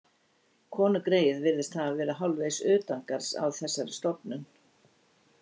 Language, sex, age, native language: Icelandic, female, 60-69, Icelandic